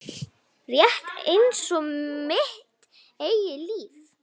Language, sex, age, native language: Icelandic, female, 9, Icelandic